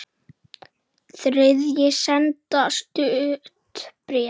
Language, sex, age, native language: Icelandic, male, 7, Icelandic